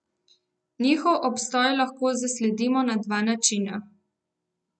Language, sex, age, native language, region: Slovenian, female, 18-29, Slovenian, Central Slovenia